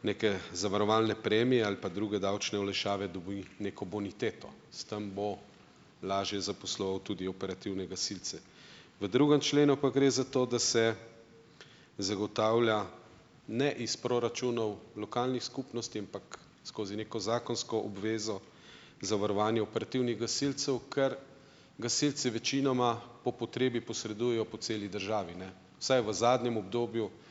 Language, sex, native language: Slovenian, male, Slovenian